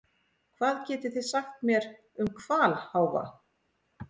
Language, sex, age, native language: Icelandic, female, 40-49, Icelandic